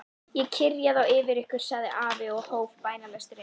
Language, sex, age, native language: Icelandic, female, 11, Icelandic